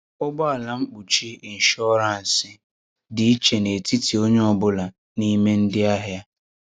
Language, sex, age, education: Igbo, male, 30-45, tertiary